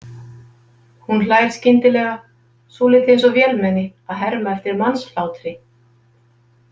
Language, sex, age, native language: Icelandic, female, 50-59, Icelandic